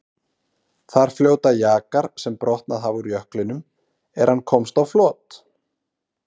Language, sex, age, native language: Icelandic, male, 30-39, Icelandic